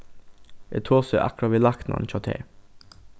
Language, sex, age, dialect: Faroese, male, 15-35, Norðurstreymoy/Eysturoy